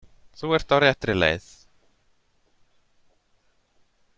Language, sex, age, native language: Icelandic, male, 30-39, Icelandic